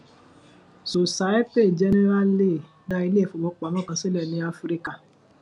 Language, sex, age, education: Yoruba, male, 15-29, tertiary